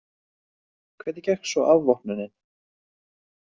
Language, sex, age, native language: Icelandic, male, 30-39, Icelandic